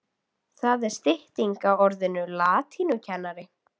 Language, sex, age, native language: Icelandic, female, 12, Icelandic